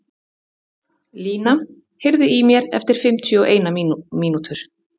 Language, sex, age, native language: Icelandic, female, 30-39, Icelandic